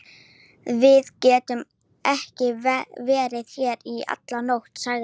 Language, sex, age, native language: Icelandic, female, 12, Icelandic